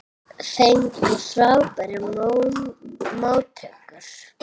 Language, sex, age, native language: Icelandic, female, 30-39, Icelandic